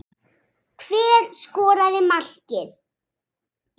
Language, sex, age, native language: Icelandic, female, 6, Icelandic